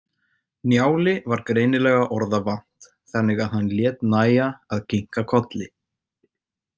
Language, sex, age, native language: Icelandic, male, 18-19, Icelandic